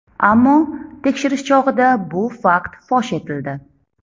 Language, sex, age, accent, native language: Uzbek, female, 30-39, Toshkent shahri, Uzbek